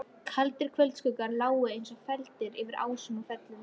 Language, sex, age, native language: Icelandic, female, 13, Icelandic